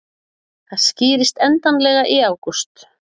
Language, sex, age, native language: Icelandic, female, 40-49, Icelandic